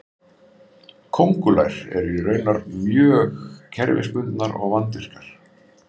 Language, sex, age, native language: Icelandic, male, 50-59, Icelandic